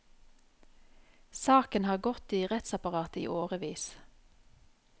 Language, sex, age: Norwegian, female, 44